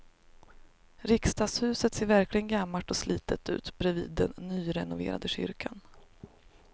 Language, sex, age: Swedish, female, 38